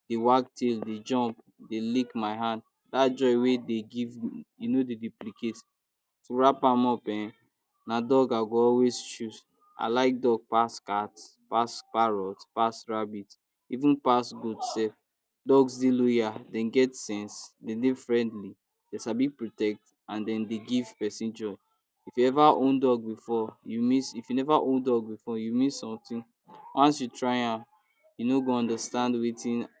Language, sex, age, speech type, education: Nigerian Pidgin, male, 46-60, spontaneous, tertiary